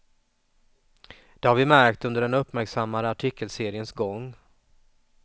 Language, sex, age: Swedish, male, 44